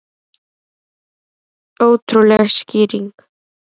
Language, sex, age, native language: Icelandic, female, 10, Icelandic